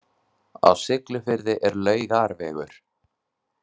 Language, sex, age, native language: Icelandic, male, 20-29, Icelandic